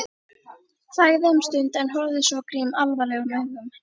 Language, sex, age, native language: Icelandic, female, 13, Icelandic